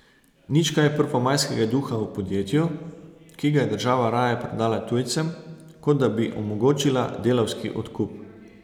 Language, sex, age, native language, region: Slovenian, male, 30-49, Slovenian, Savinja region